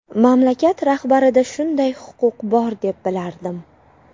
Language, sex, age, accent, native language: Uzbek, female, 18-24, Qashqadaryo, Uzbek